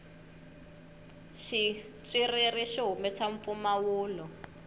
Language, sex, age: Tsonga, female, 21